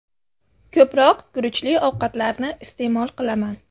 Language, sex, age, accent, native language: Uzbek, female, 18-24, Andijon, Uzbek